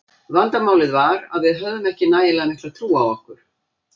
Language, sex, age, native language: Icelandic, female, 60-69, Icelandic